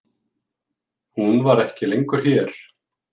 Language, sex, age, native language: Icelandic, male, 50-59, Icelandic